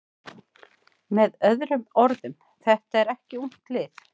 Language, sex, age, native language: Icelandic, female, 20-29, Icelandic